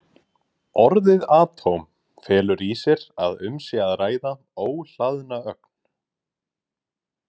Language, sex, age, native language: Icelandic, male, 18-19, Icelandic